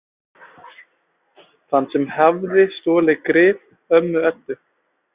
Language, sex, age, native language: Icelandic, male, 20-29, Icelandic